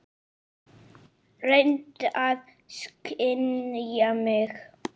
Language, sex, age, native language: Icelandic, female, 9, Icelandic